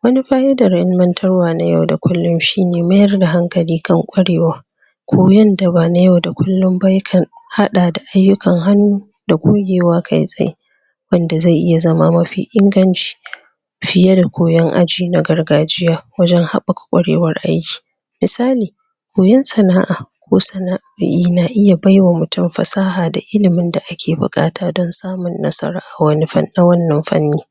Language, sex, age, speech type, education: Hausa, female, 30-45, spontaneous, tertiary